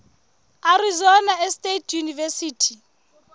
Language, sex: Southern Sotho, female